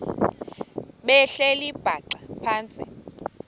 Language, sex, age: Xhosa, female, 20